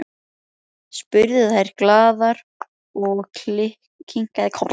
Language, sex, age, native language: Icelandic, female, 11, Icelandic